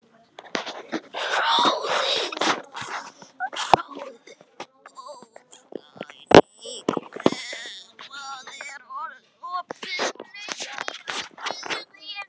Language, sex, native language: Icelandic, female, Icelandic